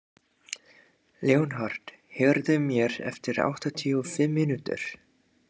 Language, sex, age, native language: Icelandic, male, 30-39, English